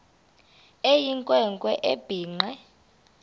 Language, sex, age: Xhosa, female, 32